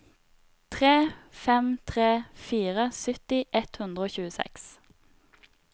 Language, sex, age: Norwegian, female, 30